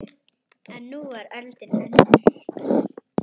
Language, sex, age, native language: Icelandic, female, 9, Icelandic